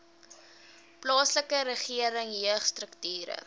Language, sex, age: Afrikaans, female, 18